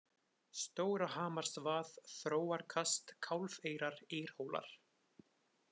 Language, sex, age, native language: Icelandic, male, 20-29, Icelandic